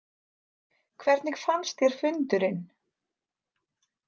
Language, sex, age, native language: Icelandic, female, 30-39, Icelandic